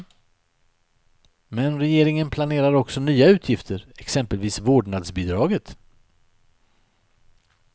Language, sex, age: Swedish, male, 63